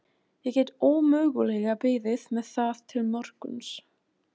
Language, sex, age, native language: Icelandic, female, 20-29, German